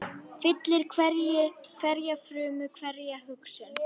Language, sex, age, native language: Icelandic, female, 10, Icelandic